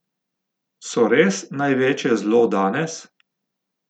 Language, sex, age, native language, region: Slovenian, male, 50-59, Slovenian, Gorica region